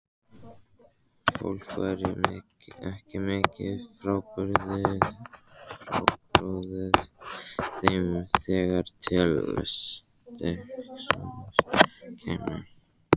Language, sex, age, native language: Icelandic, male, 14, Icelandic